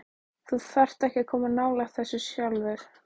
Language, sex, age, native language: Icelandic, female, 13, Icelandic